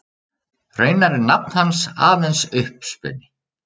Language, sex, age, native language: Icelandic, male, 30-39, Icelandic